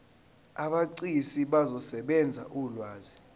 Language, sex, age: Zulu, male, 20